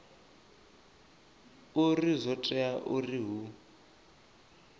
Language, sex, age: Venda, male, 24